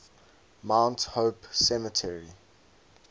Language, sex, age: English, male, 19